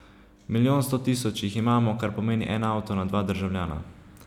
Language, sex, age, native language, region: Slovenian, male, 18-29, Slovenian, Savinja region